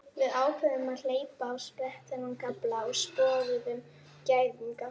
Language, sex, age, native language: Icelandic, female, 18-19, Icelandic